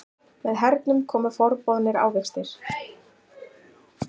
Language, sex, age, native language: Icelandic, female, 40-49, Icelandic